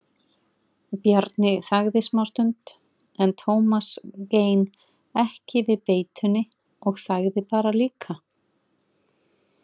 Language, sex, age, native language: Icelandic, female, 40-49, Icelandic